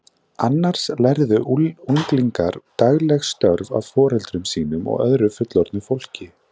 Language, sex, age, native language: Icelandic, male, 20-29, Icelandic